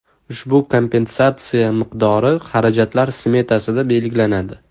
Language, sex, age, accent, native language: Uzbek, male, 18-24, Toshkent shahri, Uzbek